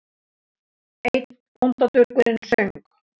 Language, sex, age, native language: Icelandic, female, 60-69, Icelandic